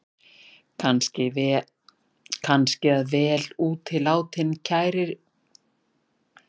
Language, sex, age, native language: Icelandic, female, 50-59, Icelandic